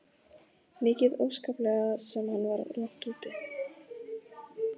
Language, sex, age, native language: Icelandic, female, 15, Icelandic